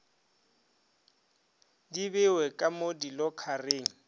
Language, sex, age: Northern Sotho, male, 30